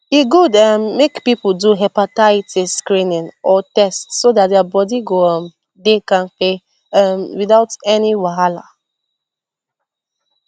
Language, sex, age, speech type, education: Nigerian Pidgin, female, 15-29, spontaneous, secondary